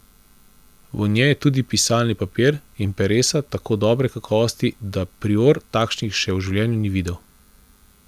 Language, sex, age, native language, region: Slovenian, male, 30-49, Slovenian, Central Slovenia